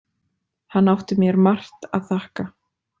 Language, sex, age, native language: Icelandic, female, 20-29, Icelandic